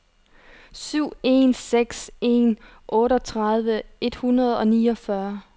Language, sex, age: Danish, female, 30